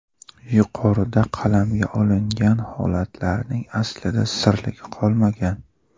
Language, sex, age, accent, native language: Uzbek, male, 25-34, Buxoro, Uzbek